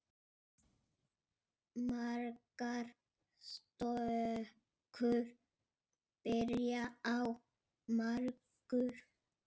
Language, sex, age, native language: Icelandic, male, 6, Icelandic